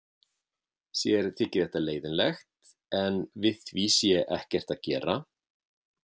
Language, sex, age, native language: Icelandic, male, 50-59, Icelandic